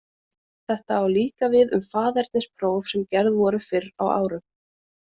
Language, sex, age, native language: Icelandic, female, 20-29, Icelandic